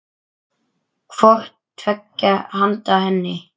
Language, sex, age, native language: Icelandic, male, 9, Icelandic